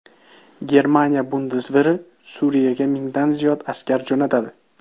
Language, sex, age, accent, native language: Uzbek, male, 25-34, Toshkent viloyati, Uzbek